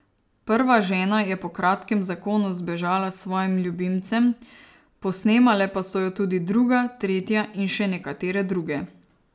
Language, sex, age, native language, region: Slovenian, female, 30-49, Slovenian, Savinja region